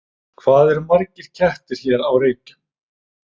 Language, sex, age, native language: Icelandic, male, 30-39, Icelandic